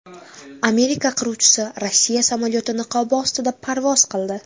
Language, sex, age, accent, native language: Uzbek, female, under 19, Jizzax, Uzbek